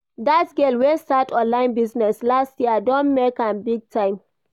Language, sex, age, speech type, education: Nigerian Pidgin, female, 46-60, read, primary